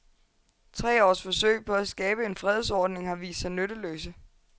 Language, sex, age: Danish, female, 22